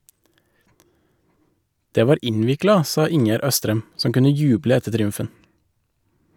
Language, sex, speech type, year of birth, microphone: Norwegian, male, read, 1984, Shure